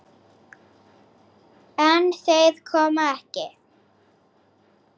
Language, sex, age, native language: Icelandic, female, 8, Icelandic